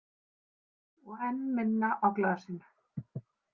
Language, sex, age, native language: Icelandic, female, 50-59, Icelandic